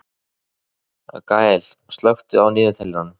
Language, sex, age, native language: Icelandic, male, 30-39, Icelandic